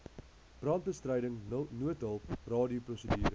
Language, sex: Afrikaans, male